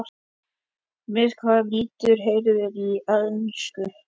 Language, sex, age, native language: Icelandic, male, 11, Icelandic